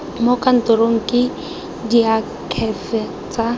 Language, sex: Tswana, female